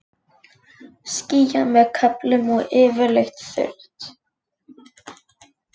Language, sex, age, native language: Icelandic, female, 40-49, Icelandic